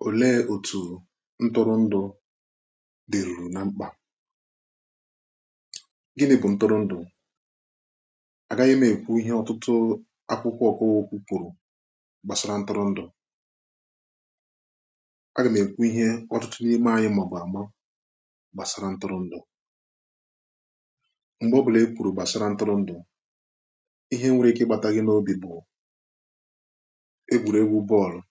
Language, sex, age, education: Igbo, male, 15-29, tertiary